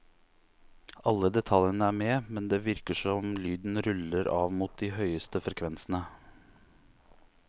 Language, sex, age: Norwegian, male, 29